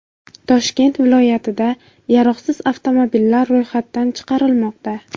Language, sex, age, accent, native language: Uzbek, female, 18-24, Buxoro, Uzbek